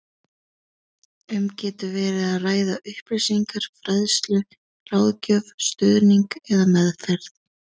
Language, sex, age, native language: Icelandic, female, 30-39, Icelandic